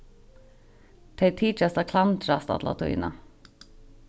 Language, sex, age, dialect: Faroese, female, 15-35, Sandoy